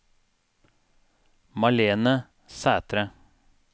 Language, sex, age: Norwegian, male, 42